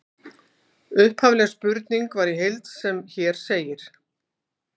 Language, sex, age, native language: Icelandic, female, 18-19, Icelandic